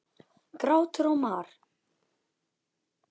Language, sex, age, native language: Icelandic, male, 10, Icelandic